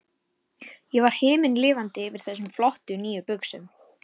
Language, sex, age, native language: Icelandic, female, 11, Icelandic